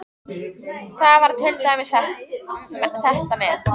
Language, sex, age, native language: Icelandic, female, 13, Icelandic